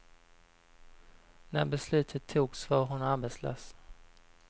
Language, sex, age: Swedish, male, 20